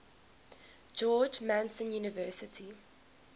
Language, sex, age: English, female, 21